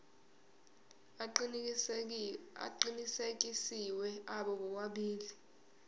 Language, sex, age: Zulu, female, 18